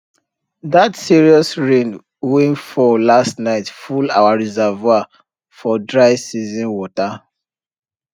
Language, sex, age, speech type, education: Nigerian Pidgin, male, 30-45, spontaneous, tertiary